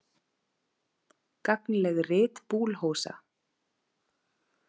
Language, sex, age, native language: Icelandic, female, 30-39, Icelandic